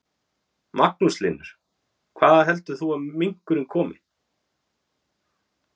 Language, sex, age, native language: Icelandic, male, 30-39, Icelandic